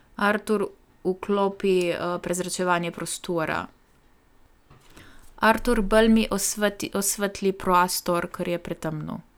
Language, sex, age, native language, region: Slovenian, female, 18-29, Slovenian, Primorsko-notranjska region